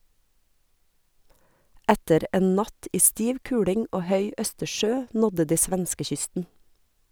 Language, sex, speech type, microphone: Norwegian, female, read, Sennheiser